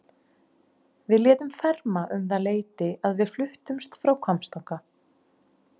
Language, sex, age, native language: Icelandic, female, 30-39, Icelandic